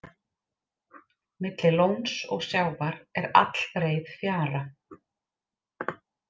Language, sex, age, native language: Icelandic, female, 30-39, Icelandic